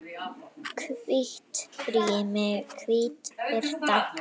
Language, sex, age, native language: Icelandic, female, 9, Icelandic